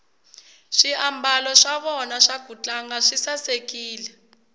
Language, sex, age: Tsonga, female, 20